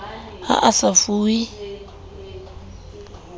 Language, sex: Southern Sotho, female